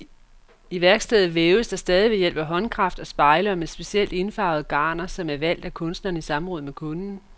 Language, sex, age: Danish, female, 44